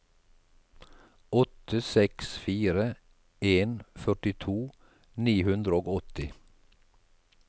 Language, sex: Norwegian, male